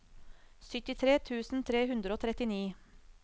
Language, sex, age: Norwegian, female, 35